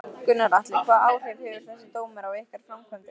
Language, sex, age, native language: Icelandic, female, 15, Icelandic